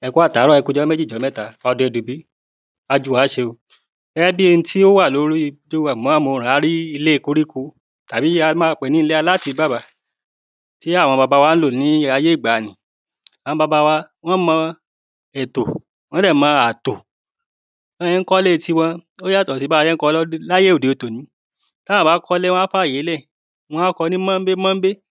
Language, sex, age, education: Yoruba, male, 30-45, primary